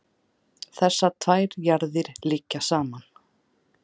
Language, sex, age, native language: Icelandic, female, 30-39, Icelandic